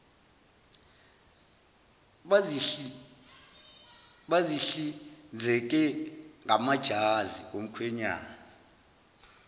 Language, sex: Zulu, male